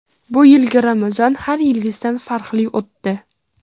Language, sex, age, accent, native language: Uzbek, female, 18-24, Farg'ona, Uzbek